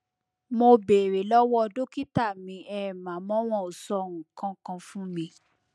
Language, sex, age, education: Yoruba, female, 30-45, tertiary